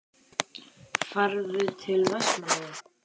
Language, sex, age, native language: Icelandic, other, 12, Icelandic